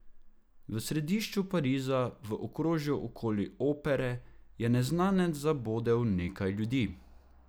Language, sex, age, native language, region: Slovenian, male, 18-29, Slovenian, Drava region